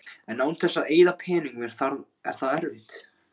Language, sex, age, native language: Icelandic, male, 16, Icelandic